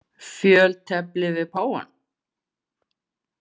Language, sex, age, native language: Icelandic, female, 40-49, Icelandic